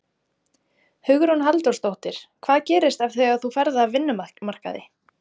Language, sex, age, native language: Icelandic, female, 30-39, Icelandic